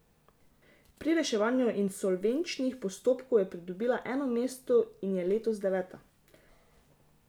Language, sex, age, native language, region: Slovenian, female, 18-29, Slovenian, Drava region